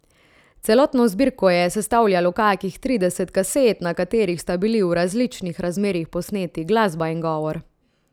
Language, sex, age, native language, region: Slovenian, female, 30-49, Slovenian, Central Slovenia